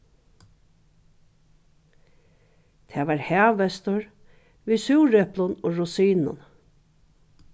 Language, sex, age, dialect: Faroese, female, 61+, Norðuroyggjar